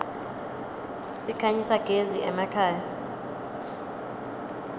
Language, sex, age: Swati, female, 23